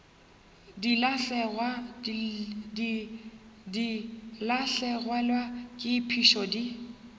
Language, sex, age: Northern Sotho, female, 21